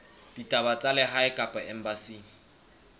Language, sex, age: Southern Sotho, male, 23